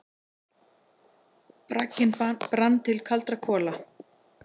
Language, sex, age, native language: Icelandic, female, 40-49, Icelandic